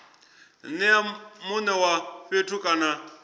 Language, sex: Venda, male